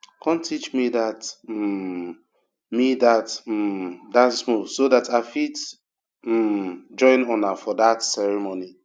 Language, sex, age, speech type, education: Nigerian Pidgin, male, 30-45, spontaneous, tertiary